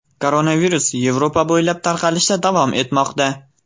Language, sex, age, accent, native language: Uzbek, male, 18-24, Farg'ona, Uzbek